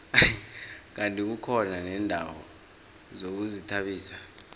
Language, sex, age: South Ndebele, male, 24